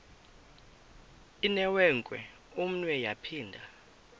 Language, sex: Xhosa, male